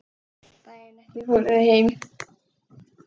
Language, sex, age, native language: Icelandic, male, 9, Icelandic